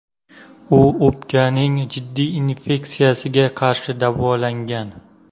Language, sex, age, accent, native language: Uzbek, male, 25-34, Qashqadaryo, Uzbek